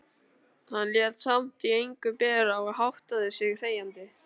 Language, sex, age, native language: Icelandic, male, 13, Icelandic